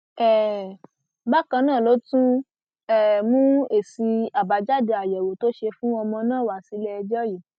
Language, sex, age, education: Yoruba, female, 15-29, tertiary